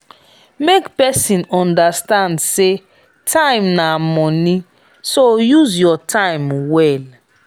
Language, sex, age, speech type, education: Nigerian Pidgin, female, 30-45, spontaneous, tertiary